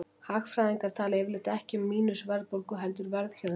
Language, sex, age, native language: Icelandic, female, 40-49, Icelandic